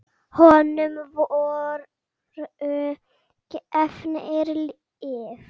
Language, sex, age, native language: Icelandic, female, 8, Icelandic